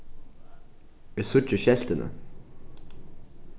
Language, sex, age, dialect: Faroese, male, 15-35, Norðuroyggjar